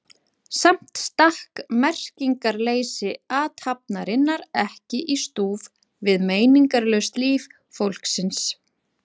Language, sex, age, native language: Icelandic, female, 40-49, Icelandic